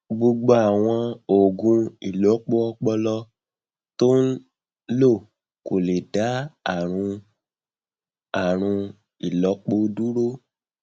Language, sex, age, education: Yoruba, male, 30-45, tertiary